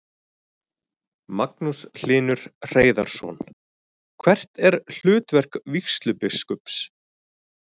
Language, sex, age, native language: Icelandic, male, 40-49, Icelandic